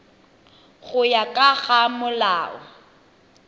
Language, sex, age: Tswana, female, 23